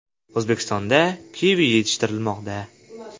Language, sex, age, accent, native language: Uzbek, male, 12-17, Namangan, Uzbek